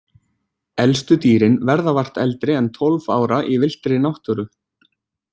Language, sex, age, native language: Icelandic, male, 20-29, Icelandic